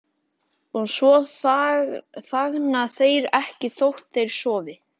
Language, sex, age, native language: Icelandic, male, 14, Icelandic